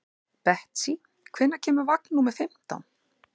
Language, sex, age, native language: Icelandic, female, 40-49, Icelandic